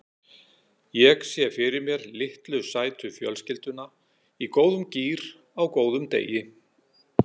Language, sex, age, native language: Icelandic, male, 60-69, Icelandic